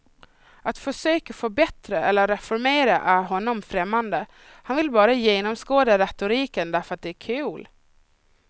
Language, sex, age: Swedish, female, 26